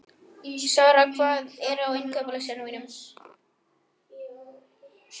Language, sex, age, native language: Icelandic, male, 11, Icelandic